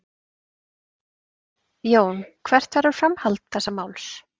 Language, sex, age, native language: Icelandic, female, 30-39, Icelandic